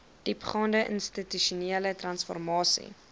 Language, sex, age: Afrikaans, female, 22